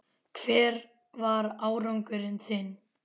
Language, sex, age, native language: Icelandic, female, 10, Icelandic